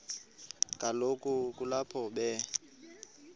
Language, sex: Xhosa, male